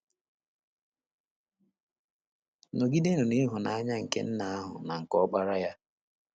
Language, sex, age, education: Igbo, male, 30-45, tertiary